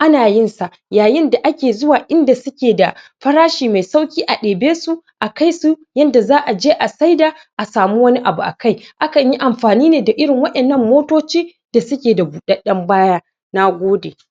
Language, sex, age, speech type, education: Hausa, male, 15-29, spontaneous, secondary